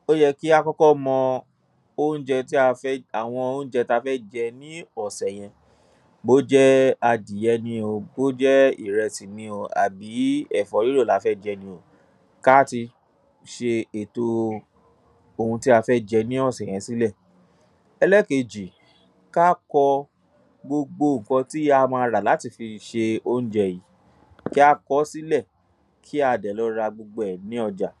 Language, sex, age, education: Yoruba, male, 30-45, tertiary